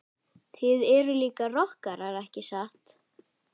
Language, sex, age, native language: Icelandic, female, 13, Icelandic